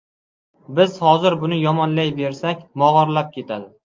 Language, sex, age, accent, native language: Uzbek, male, 12-17, Qashqadaryo, Uzbek